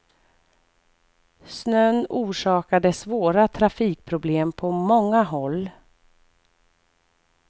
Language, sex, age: Swedish, female, 44